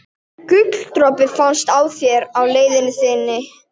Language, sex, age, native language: Icelandic, female, 12, Icelandic